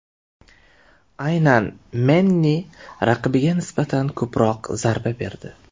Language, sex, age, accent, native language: Uzbek, male, 18-24, Toshkent shahri, Uzbek